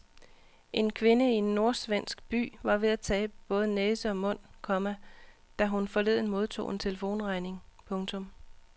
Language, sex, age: Danish, female, 39